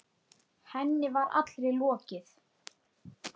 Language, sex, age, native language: Icelandic, male, 9, Icelandic